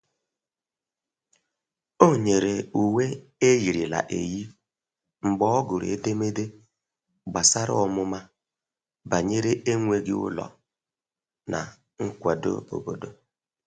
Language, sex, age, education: Igbo, male, 46-60, tertiary